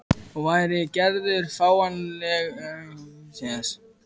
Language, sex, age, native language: Icelandic, male, 14, Icelandic